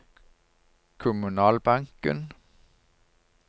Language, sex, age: Norwegian, male, 59